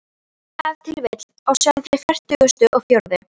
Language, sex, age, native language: Icelandic, female, 13, Icelandic